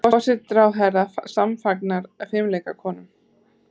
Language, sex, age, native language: Icelandic, female, 30-39, Icelandic